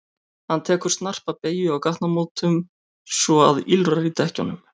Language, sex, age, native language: Icelandic, male, 30-39, Icelandic